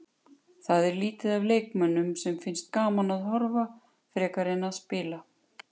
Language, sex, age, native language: Icelandic, female, 50-59, Icelandic